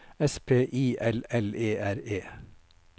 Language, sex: Norwegian, male